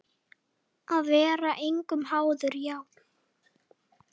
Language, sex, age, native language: Icelandic, female, 8, Icelandic